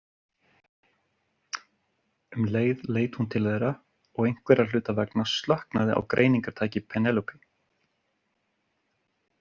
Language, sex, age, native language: Icelandic, male, 30-39, Icelandic